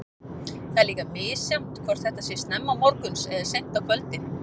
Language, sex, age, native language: Icelandic, female, 40-49, Icelandic